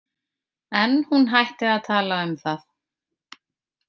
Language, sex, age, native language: Icelandic, female, 50-59, Icelandic